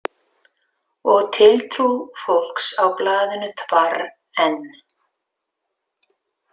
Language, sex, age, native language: Icelandic, female, 50-59, Icelandic